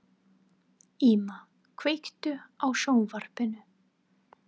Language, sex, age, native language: Icelandic, female, 30-39, English